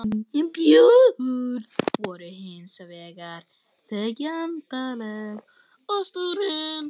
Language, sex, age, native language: Icelandic, male, 11, Icelandic